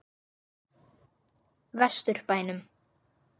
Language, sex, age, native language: Icelandic, male, 8, Icelandic